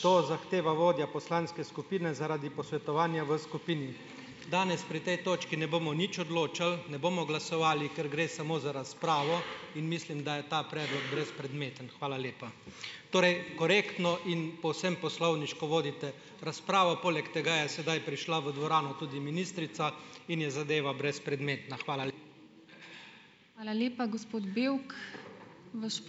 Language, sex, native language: Slovenian, male, Slovenian